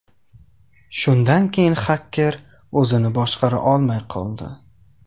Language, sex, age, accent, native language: Uzbek, male, 18-24, Qashqadaryo, Tajik